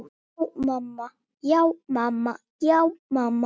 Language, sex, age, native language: Icelandic, female, 8, Icelandic